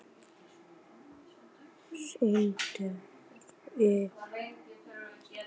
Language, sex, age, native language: Icelandic, female, 11, Icelandic